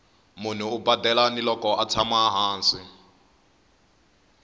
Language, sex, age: Tsonga, male, 21